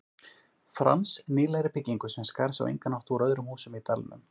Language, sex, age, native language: Icelandic, male, 40-49, Icelandic